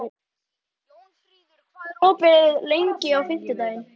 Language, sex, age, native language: Icelandic, male, 11, Icelandic